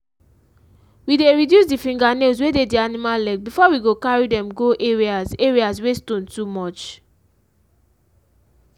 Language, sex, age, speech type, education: Nigerian Pidgin, female, 15-29, spontaneous, tertiary